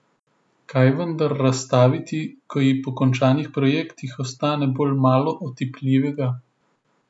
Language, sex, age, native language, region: Slovenian, male, 18-29, Slovenian, Southeast Slovenia